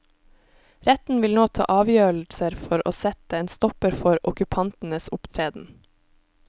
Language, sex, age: Norwegian, female, 26